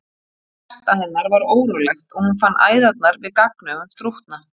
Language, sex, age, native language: Icelandic, female, 40-49, Icelandic